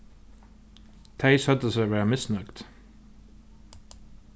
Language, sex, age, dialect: Faroese, male, 15-35, Norðurstreymoy/Eysturoy